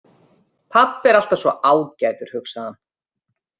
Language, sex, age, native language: Icelandic, female, 50-59, Icelandic